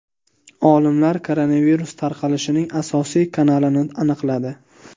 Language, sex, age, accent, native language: Uzbek, male, 18-24, Andijon, Uzbek